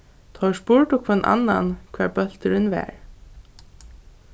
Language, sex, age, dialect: Faroese, female, 15-35, Norðuroyggjar